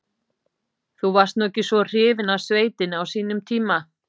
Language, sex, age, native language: Icelandic, female, 50-59, Icelandic